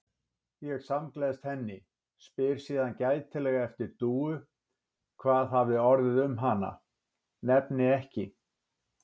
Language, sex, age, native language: Icelandic, male, 60-69, Icelandic